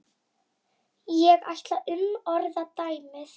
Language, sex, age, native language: Icelandic, female, 9, Icelandic